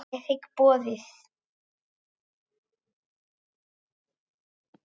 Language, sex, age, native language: Icelandic, female, 8, Icelandic